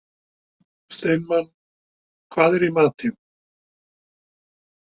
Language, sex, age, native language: Icelandic, male, 60-69, Icelandic